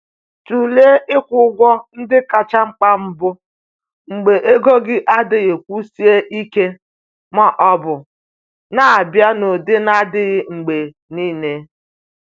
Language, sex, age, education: Igbo, female, 30-45, tertiary